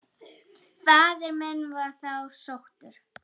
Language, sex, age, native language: Icelandic, female, 8, Icelandic